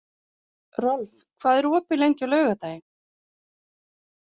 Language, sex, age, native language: Icelandic, female, 40-49, Icelandic